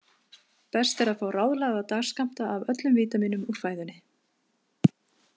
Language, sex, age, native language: Icelandic, female, 50-59, Icelandic